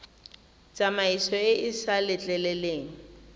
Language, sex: Tswana, female